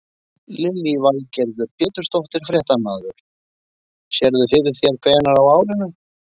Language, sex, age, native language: Icelandic, male, 20-29, Icelandic